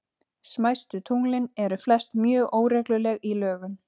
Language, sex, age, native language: Icelandic, female, 30-39, Icelandic